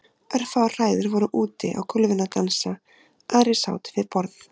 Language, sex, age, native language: Icelandic, female, 30-39, Icelandic